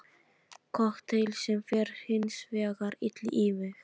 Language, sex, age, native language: Icelandic, female, 13, Icelandic